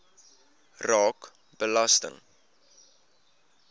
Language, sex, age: Afrikaans, male, 20